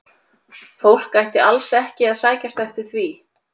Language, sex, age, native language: Icelandic, female, 40-49, Icelandic